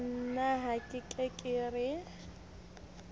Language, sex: Southern Sotho, female